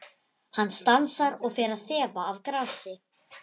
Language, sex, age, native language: Icelandic, female, 11, Icelandic